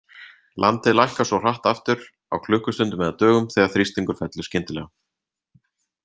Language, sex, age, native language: Icelandic, male, 30-39, Icelandic